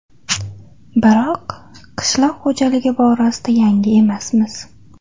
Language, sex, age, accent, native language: Uzbek, female, 18-24, Andijon, Uzbek